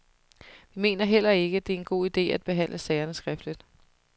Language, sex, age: Danish, female, 30